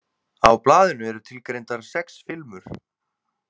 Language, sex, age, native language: Icelandic, male, 20-29, Icelandic